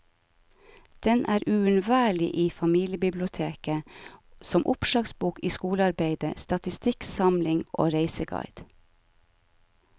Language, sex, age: Norwegian, female, 49